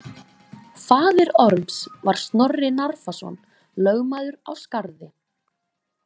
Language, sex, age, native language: Icelandic, female, 20-29, Icelandic